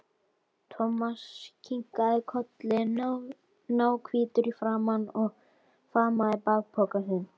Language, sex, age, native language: Icelandic, female, 12, Icelandic